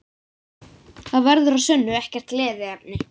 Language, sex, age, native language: Icelandic, female, 50-59, Icelandic